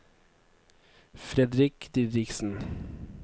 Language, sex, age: Norwegian, male, 23